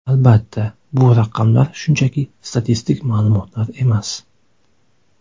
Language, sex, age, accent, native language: Uzbek, male, 18-24, Toshkent shahri, Uzbek